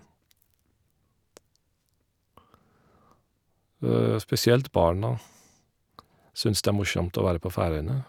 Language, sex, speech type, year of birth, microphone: Norwegian, male, spontaneous, 1972, Shure